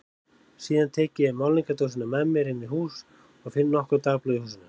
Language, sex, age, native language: Icelandic, male, 30-39, Icelandic